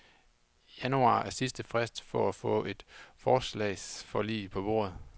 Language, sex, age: Danish, male, 28